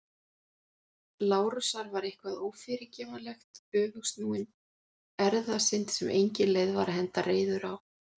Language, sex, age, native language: Icelandic, female, 40-49, Icelandic